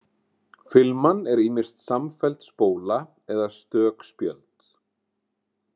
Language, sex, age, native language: Icelandic, male, 40-49, Icelandic